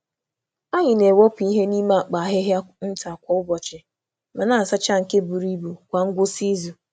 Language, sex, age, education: Igbo, female, 15-29, tertiary